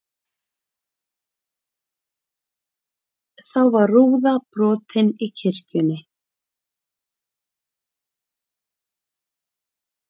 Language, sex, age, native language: Icelandic, female, 30-39, Icelandic